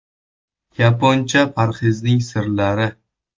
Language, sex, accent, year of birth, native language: Uzbek, male, Jizzax, 2004, Uzbek